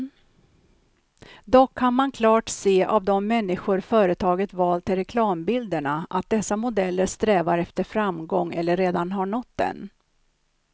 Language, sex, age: Swedish, female, 63